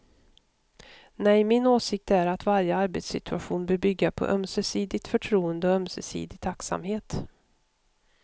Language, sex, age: Swedish, female, 52